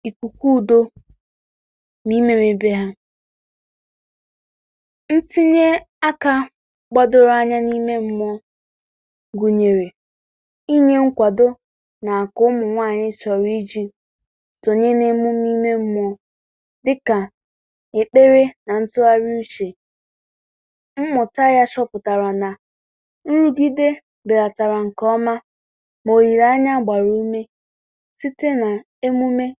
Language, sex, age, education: Igbo, female, 30-45, tertiary